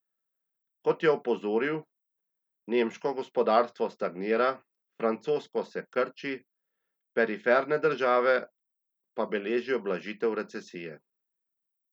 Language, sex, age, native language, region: Slovenian, male, 30-49, Slovenian, Central Slovenia